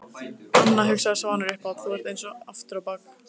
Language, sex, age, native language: Icelandic, female, 15, Icelandic